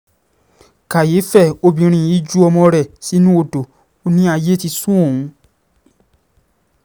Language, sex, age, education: Yoruba, male, 15-29, secondary